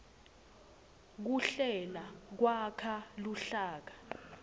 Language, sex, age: Swati, female, 20